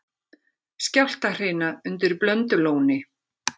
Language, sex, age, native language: Icelandic, female, 50-59, Icelandic